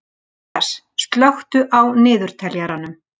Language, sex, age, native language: Icelandic, female, 60-69, Icelandic